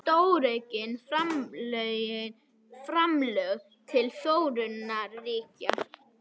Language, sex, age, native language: Icelandic, female, 21, Icelandic